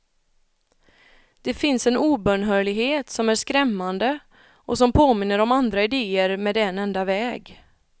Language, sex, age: Swedish, female, 31